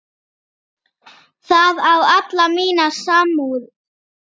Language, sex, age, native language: Icelandic, female, 8, Icelandic